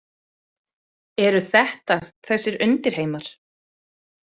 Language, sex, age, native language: Icelandic, female, 30-39, Icelandic